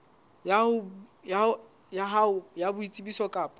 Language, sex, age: Southern Sotho, male, 20